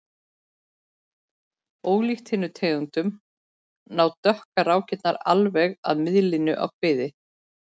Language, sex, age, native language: Icelandic, female, 40-49, Icelandic